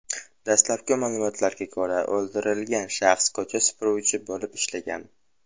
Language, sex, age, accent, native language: Uzbek, male, under 19, Toshkent viloyati, Uzbek